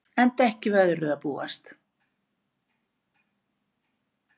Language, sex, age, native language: Icelandic, female, 60-69, Icelandic